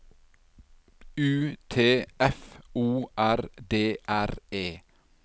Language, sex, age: Norwegian, male, 40